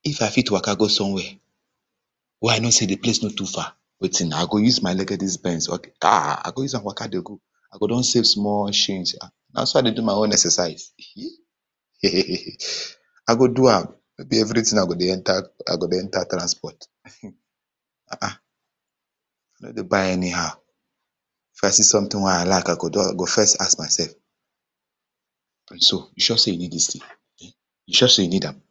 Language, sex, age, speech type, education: Nigerian Pidgin, male, 30-45, spontaneous, tertiary